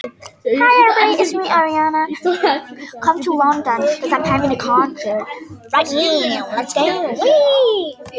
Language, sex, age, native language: Icelandic, female, 18-19, Icelandic